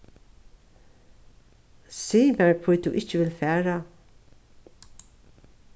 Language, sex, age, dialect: Faroese, female, 36-60, Norðuroyggjar